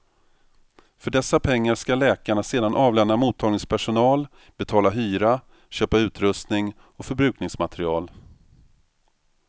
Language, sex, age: Swedish, male, 45